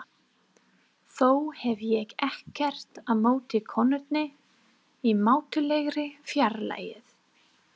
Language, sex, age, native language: Icelandic, female, 30-39, English